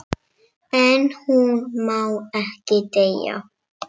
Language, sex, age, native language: Icelandic, female, 7, Icelandic